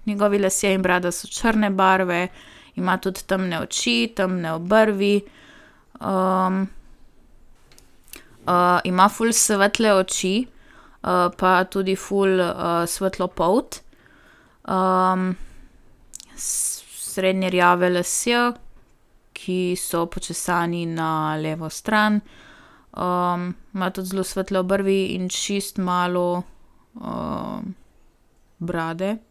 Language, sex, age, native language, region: Slovenian, female, 18-29, Slovenian, Primorsko-notranjska region